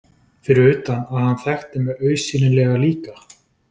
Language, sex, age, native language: Icelandic, male, 20-29, Icelandic